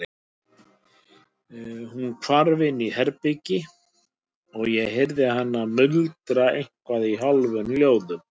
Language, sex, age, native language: Icelandic, male, 60-69, Icelandic